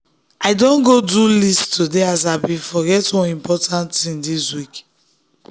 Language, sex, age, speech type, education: Nigerian Pidgin, female, 15-29, spontaneous, tertiary